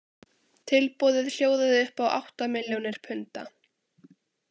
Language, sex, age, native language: Icelandic, female, 18-19, Icelandic